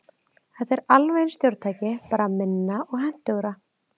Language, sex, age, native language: Icelandic, female, 30-39, Icelandic